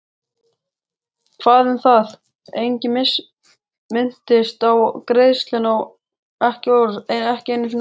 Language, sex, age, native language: Icelandic, male, 13, Icelandic